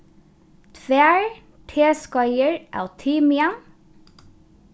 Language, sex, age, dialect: Faroese, female, 15-35, Norðuroyggjar